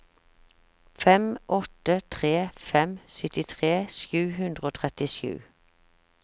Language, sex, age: Norwegian, female, 46